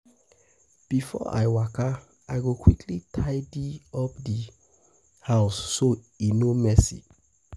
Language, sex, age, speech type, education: Nigerian Pidgin, male, 15-29, spontaneous, tertiary